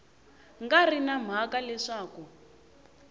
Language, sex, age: Tsonga, female, 18